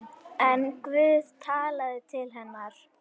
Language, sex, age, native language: Icelandic, female, 9, Icelandic